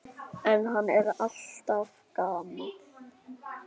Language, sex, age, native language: Icelandic, male, 9, Icelandic